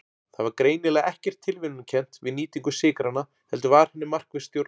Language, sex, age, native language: Icelandic, male, 40-49, Icelandic